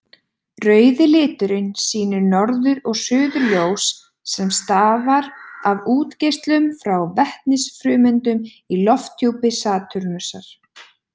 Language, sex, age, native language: Icelandic, female, 20-29, Icelandic